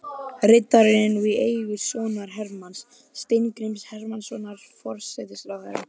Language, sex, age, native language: Icelandic, male, 11, Icelandic